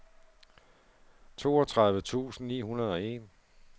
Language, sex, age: Danish, male, 47